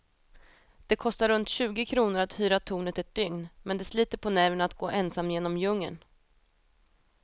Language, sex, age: Swedish, female, 28